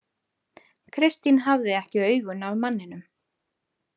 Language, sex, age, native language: Icelandic, female, 30-39, Icelandic